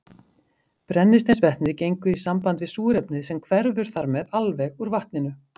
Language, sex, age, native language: Icelandic, female, 50-59, Icelandic